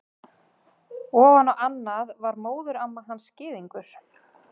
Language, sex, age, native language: Icelandic, female, 30-39, Icelandic